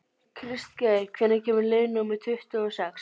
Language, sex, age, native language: Icelandic, female, 12, Icelandic